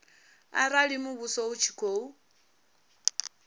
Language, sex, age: Venda, female, 34